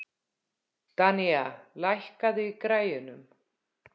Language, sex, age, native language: Icelandic, female, 50-59, Icelandic